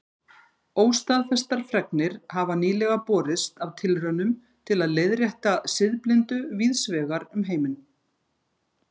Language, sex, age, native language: Icelandic, female, 50-59, Icelandic